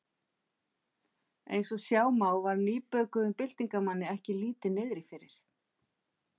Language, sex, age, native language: Icelandic, female, 50-59, Icelandic